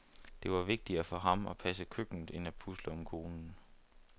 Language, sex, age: Danish, male, 29